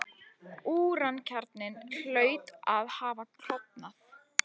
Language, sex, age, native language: Icelandic, female, 18-19, Icelandic